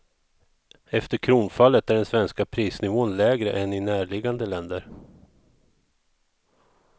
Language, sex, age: Swedish, male, 41